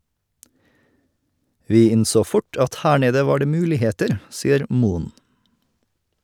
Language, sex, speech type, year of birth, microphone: Norwegian, male, read, 1989, Shure